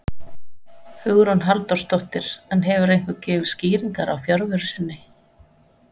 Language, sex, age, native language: Icelandic, female, 40-49, Icelandic